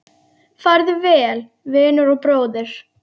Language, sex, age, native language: Icelandic, female, 10, Icelandic